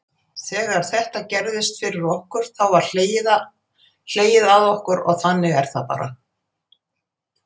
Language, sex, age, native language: Icelandic, female, 80-89, Icelandic